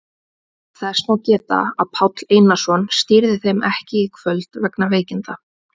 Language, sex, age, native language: Icelandic, female, 20-29, Icelandic